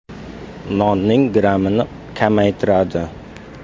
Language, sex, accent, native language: Uzbek, male, Surxondaryo, Uzbek